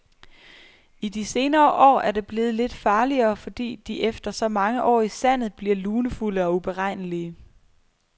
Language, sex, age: Danish, female, 23